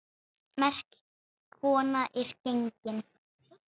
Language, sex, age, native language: Icelandic, male, 8, Icelandic